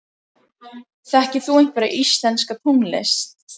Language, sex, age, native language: Icelandic, other, 13, Icelandic